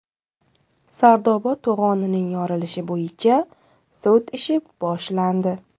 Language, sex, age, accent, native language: Uzbek, female, 19-29, Samarqand, Uzbek